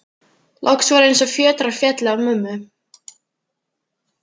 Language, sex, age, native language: Icelandic, female, 15, Icelandic